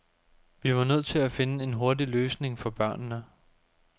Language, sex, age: Danish, male, 24